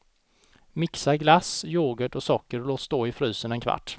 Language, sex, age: Swedish, male, 29